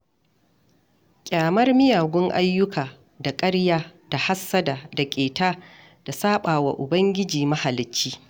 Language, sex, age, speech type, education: Hausa, female, 46-60, read, tertiary